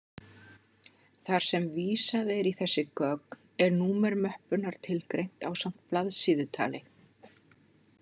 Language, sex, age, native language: Icelandic, female, 50-59, Icelandic